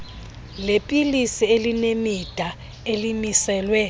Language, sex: Xhosa, female